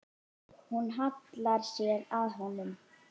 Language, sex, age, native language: Icelandic, female, 8, Icelandic